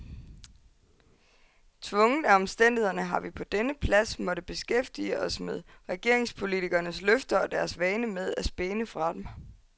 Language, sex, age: Danish, female, 22